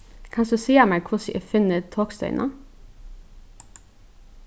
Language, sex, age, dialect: Faroese, female, 15-35, Norðurstreymoy/Eysturoy